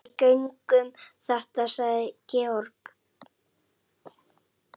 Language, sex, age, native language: Icelandic, male, 8, Icelandic